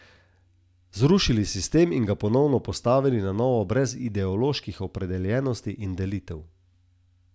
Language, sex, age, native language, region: Slovenian, male, 30-49, Slovenian, Southeast Slovenia